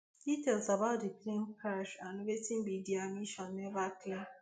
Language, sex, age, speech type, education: Nigerian Pidgin, female, 15-29, spontaneous, tertiary